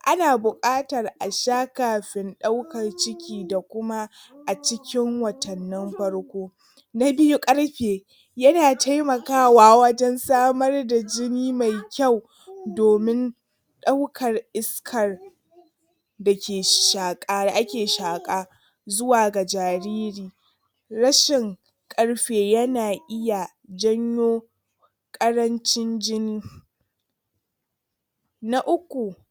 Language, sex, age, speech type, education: Hausa, female, 30-45, spontaneous, tertiary